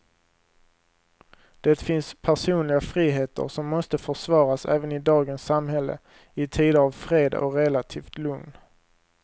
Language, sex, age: Swedish, male, 23